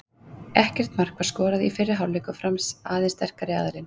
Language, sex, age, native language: Icelandic, female, 30-39, Icelandic